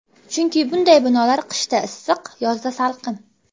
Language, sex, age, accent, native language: Uzbek, female, 18-24, Qashqadaryo, Uzbek